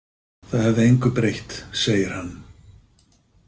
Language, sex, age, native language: Icelandic, male, 50-59, Icelandic